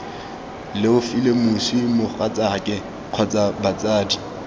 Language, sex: Tswana, male